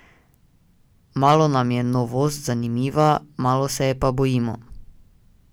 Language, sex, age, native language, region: Slovenian, male, 18-29, Slovenian, Drava region